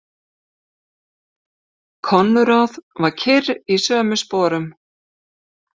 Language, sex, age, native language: Icelandic, female, 50-59, Icelandic